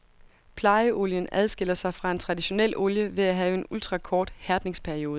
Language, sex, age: Danish, female, 22